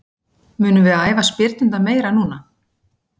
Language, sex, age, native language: Icelandic, female, 40-49, Icelandic